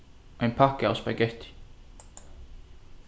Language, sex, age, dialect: Faroese, male, 15-35, Norðurstreymoy/Eysturoy